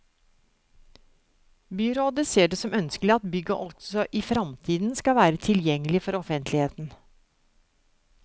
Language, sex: Norwegian, female